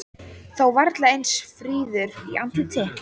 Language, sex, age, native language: Icelandic, female, 14, Icelandic